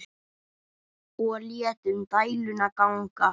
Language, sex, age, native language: Icelandic, male, 9, Icelandic